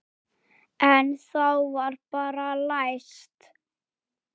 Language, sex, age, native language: Icelandic, male, 8, Icelandic